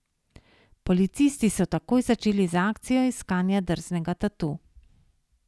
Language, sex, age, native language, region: Slovenian, female, 50-59, Slovenian, Savinja region